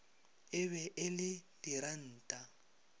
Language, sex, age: Northern Sotho, male, 22